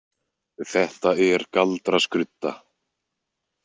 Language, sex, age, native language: Icelandic, male, 20-29, Icelandic